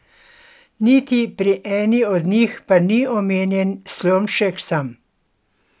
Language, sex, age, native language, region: Slovenian, female, 60+, Slovenian, Gorenjska region